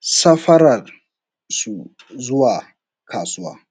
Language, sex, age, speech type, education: Hausa, male, 15-29, spontaneous, tertiary